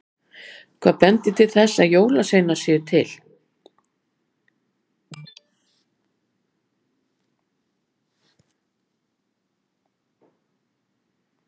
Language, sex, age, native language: Icelandic, female, 60-69, Icelandic